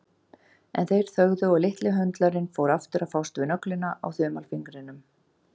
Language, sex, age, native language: Icelandic, female, 40-49, Icelandic